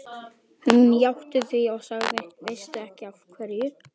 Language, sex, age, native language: Icelandic, male, 12, Icelandic